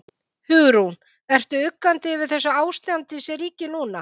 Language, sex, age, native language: Icelandic, female, 50-59, Icelandic